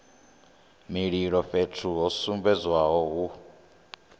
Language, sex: Venda, male